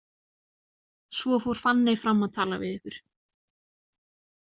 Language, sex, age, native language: Icelandic, female, 20-29, Icelandic